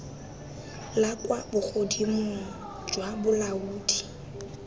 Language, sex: Tswana, female